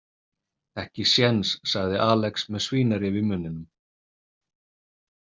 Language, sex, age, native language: Icelandic, male, 30-39, Icelandic